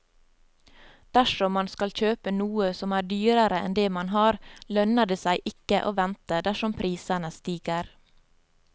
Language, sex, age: Norwegian, female, 27